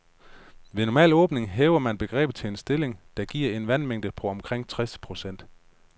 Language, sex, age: Danish, male, 35